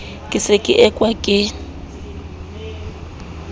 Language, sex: Southern Sotho, female